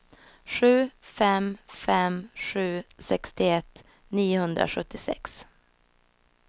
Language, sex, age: Swedish, female, 26